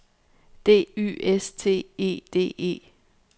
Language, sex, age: Danish, female, 34